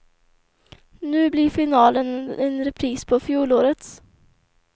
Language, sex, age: Swedish, female, 24